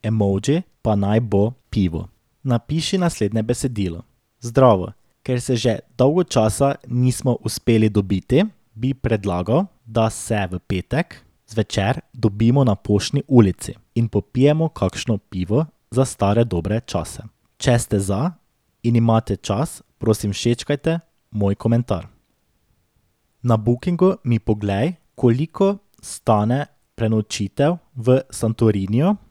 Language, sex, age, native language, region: Slovenian, male, 18-29, Slovenian, Drava region